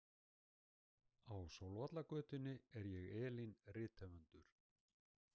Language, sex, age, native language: Icelandic, male, 60-69, Icelandic